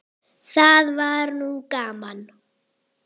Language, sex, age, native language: Icelandic, female, 8, Icelandic